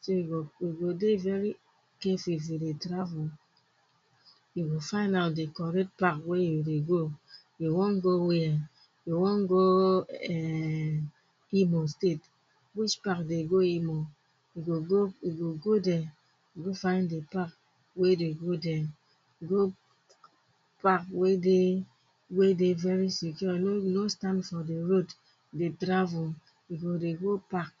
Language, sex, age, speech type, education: Nigerian Pidgin, female, 30-45, spontaneous, tertiary